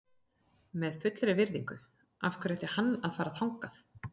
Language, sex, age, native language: Icelandic, female, 40-49, Icelandic